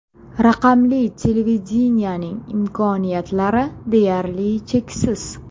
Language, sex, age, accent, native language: Uzbek, female, 25-34, Toshkent viloyati, Uzbek